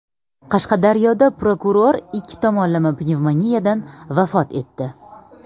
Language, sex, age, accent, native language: Uzbek, female, 30-39, Samarqand, Uzbek